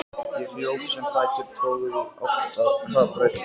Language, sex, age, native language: Icelandic, male, 13, Icelandic